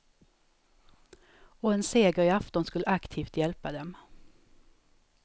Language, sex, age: Swedish, female, 34